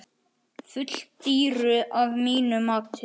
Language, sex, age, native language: Icelandic, male, 9, Icelandic